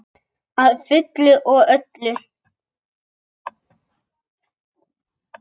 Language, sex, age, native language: Icelandic, male, 8, Icelandic